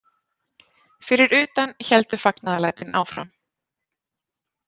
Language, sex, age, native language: Icelandic, female, 30-39, Icelandic